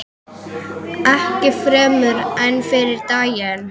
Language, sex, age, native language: Icelandic, female, 8, Icelandic